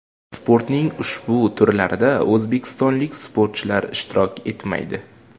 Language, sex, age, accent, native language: Uzbek, male, 18-24, Jizzax, Uzbek